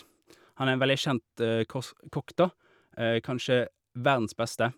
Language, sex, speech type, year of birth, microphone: Norwegian, male, spontaneous, 1988, Shure